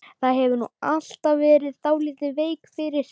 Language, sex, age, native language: Icelandic, other, 12, Icelandic